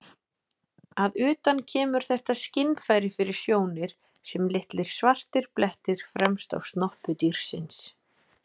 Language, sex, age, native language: Icelandic, female, 20-29, Icelandic